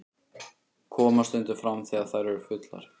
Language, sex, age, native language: Icelandic, male, 13, Icelandic